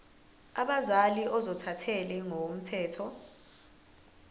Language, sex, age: Zulu, female, 20